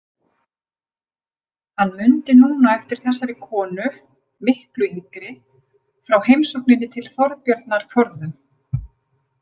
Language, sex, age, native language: Icelandic, female, 50-59, Icelandic